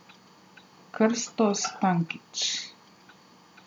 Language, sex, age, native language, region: Slovenian, female, 30-49, Slovenian, Southeast Slovenia